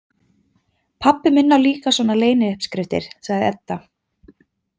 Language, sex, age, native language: Icelandic, female, 20-29, Icelandic